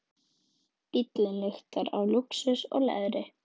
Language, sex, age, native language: Icelandic, female, 11, Icelandic